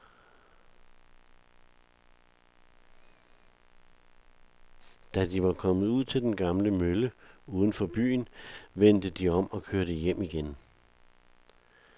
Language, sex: Danish, male